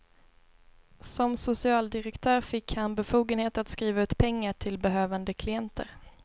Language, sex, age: Swedish, female, 22